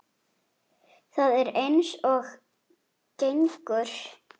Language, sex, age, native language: Icelandic, female, 8, Icelandic